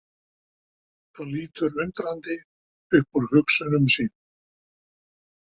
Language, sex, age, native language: Icelandic, male, 60-69, Icelandic